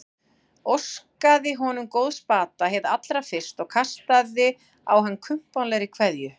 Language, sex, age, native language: Icelandic, female, 40-49, Icelandic